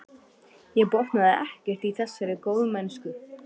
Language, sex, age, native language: Icelandic, male, 12, Icelandic